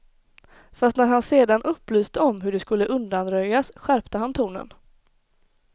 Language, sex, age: Swedish, female, 21